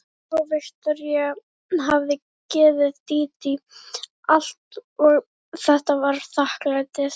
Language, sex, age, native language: Icelandic, female, 11, Icelandic